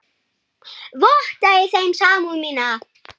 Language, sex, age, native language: Icelandic, male, 8, Icelandic